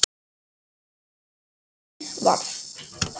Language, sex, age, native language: Icelandic, male, 10, Icelandic